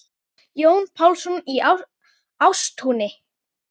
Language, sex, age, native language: Icelandic, female, 9, Icelandic